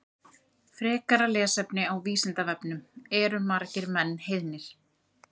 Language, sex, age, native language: Icelandic, female, 30-39, Icelandic